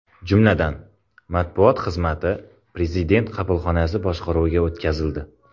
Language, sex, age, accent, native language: Uzbek, male, 18-24, Qoraqalpog'iston, Uzbek